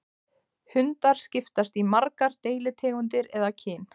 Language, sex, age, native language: Icelandic, female, 20-29, Icelandic